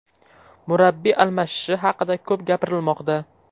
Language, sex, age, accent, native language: Uzbek, male, 12-17, Farg'ona, Uzbek